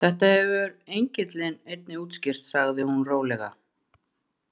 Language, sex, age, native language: Icelandic, female, 40-49, Icelandic